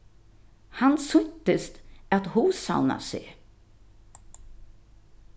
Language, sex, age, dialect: Faroese, female, 36-60, Norðurstreymoy/Eysturoy